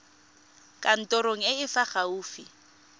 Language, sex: Tswana, female